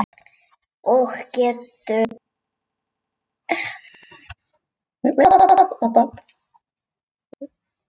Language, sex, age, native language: Icelandic, female, 8, Icelandic